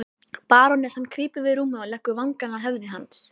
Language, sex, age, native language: Icelandic, female, 11, Icelandic